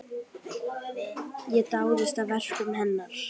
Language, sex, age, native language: Icelandic, female, 10, Icelandic